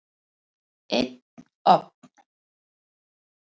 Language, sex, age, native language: Icelandic, female, 70-79, Icelandic